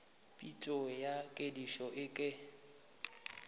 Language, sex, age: Northern Sotho, male, 25